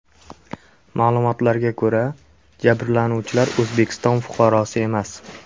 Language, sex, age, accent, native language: Uzbek, male, 18-24, Surxondaryo, Uzbek